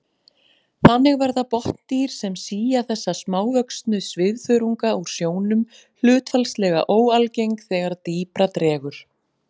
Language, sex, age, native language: Icelandic, female, 40-49, Icelandic